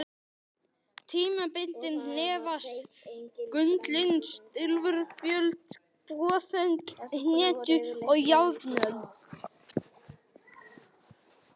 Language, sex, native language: Icelandic, other, Icelandic